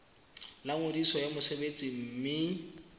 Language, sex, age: Southern Sotho, male, 24